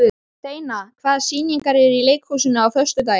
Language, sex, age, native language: Icelandic, male, 12, Icelandic